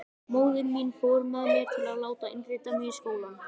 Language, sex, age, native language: Icelandic, male, 18-19, Icelandic